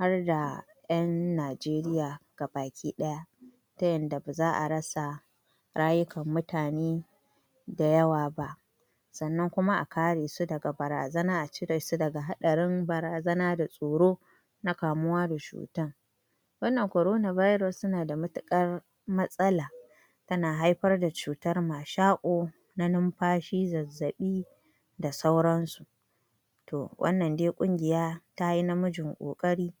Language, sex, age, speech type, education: Hausa, female, 46-60, spontaneous, tertiary